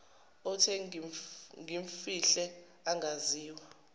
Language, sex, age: Zulu, female, 19